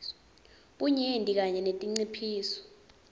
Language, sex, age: Swati, female, 20